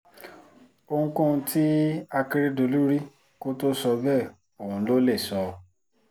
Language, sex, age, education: Yoruba, female, 30-45, tertiary